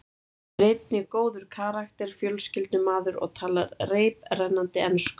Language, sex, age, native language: Icelandic, female, 30-39, Icelandic